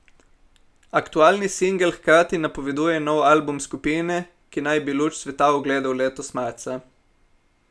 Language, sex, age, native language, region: Slovenian, male, 18-29, Slovenian, Primorsko-notranjska region